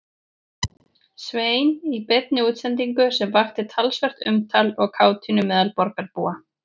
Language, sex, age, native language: Icelandic, female, 40-49, Icelandic